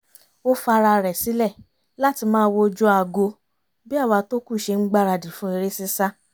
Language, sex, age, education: Yoruba, female, 30-45, tertiary